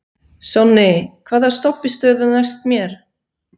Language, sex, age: Icelandic, female, 40-49